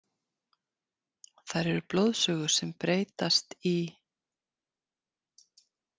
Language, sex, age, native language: Icelandic, female, 50-59, Icelandic